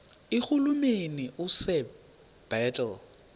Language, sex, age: Xhosa, male, 30